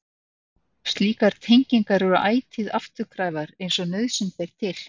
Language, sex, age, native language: Icelandic, female, 60-69, Icelandic